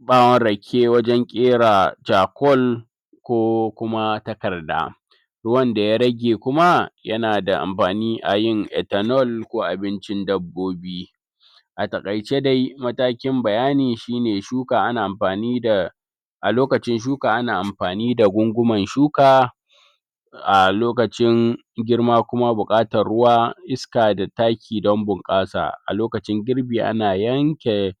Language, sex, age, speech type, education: Hausa, male, 30-45, spontaneous, tertiary